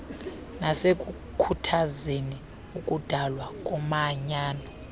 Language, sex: Xhosa, female